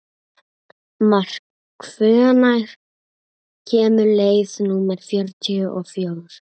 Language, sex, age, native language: Icelandic, female, 30-39, Icelandic